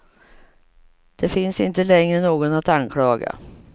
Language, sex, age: Swedish, female, 55